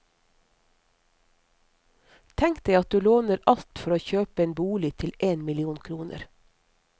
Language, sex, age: Norwegian, female, 50